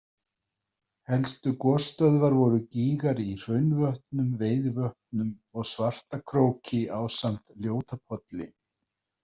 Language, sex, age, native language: Icelandic, male, 50-59, Icelandic